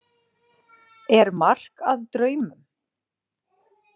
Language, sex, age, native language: Icelandic, female, 40-49, Icelandic